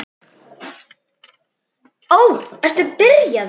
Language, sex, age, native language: Icelandic, female, 9, Icelandic